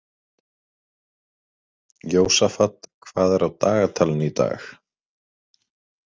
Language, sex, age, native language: Icelandic, male, 30-39, Icelandic